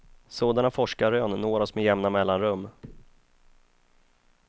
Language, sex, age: Swedish, male, 31